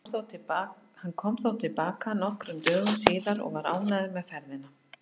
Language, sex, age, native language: Icelandic, female, 50-59, Icelandic